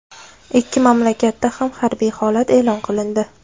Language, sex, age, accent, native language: Uzbek, female, 18-24, Navoiy, Uzbek